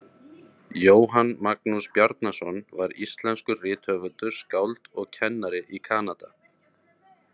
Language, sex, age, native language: Icelandic, male, 30-39, Icelandic